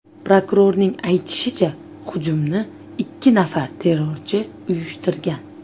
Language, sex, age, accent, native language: Uzbek, female, 25-34, Toshkent viloyati, Uzbek